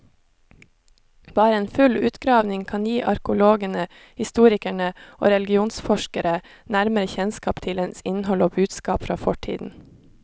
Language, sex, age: Norwegian, female, 26